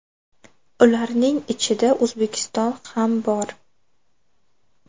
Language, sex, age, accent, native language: Uzbek, female, 18-24, Farg'ona, Uzbek